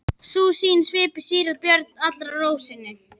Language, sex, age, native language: Icelandic, female, 11, Icelandic